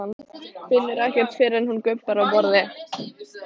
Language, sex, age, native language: Icelandic, female, 13, Icelandic